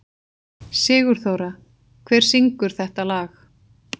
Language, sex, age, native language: Icelandic, female, 40-49, Icelandic